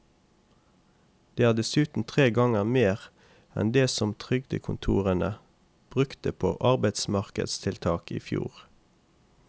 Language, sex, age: Norwegian, male, 28